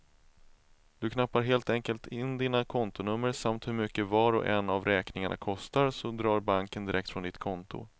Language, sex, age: Swedish, male, 31